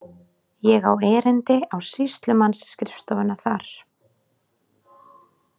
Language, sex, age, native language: Icelandic, female, 20-29, Icelandic